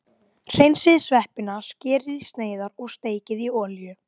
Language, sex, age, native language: Icelandic, female, 12, Icelandic